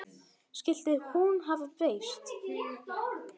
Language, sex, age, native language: Icelandic, male, 9, Icelandic